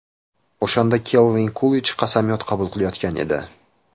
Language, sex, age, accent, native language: Uzbek, male, 18-24, Jizzax, Uzbek